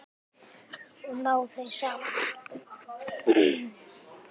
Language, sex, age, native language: Icelandic, male, 10, Icelandic